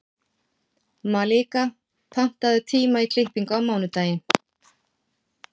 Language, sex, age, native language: Icelandic, female, 40-49, Icelandic